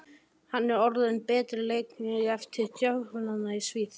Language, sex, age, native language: Icelandic, male, 13, Icelandic